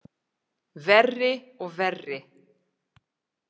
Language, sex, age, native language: Icelandic, female, 40-49, English